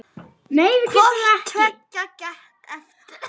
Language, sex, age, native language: Icelandic, female, 9, Icelandic